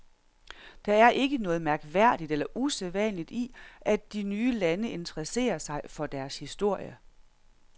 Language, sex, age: Danish, female, 46